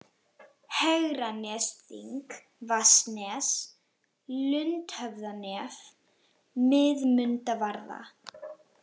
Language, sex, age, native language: Icelandic, female, 18-19, Icelandic